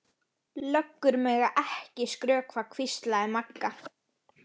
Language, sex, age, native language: Icelandic, female, 12, Icelandic